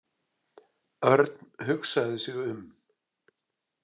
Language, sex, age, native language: Icelandic, male, 60-69, Icelandic